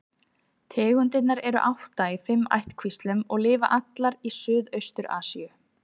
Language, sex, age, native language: Icelandic, female, 30-39, Icelandic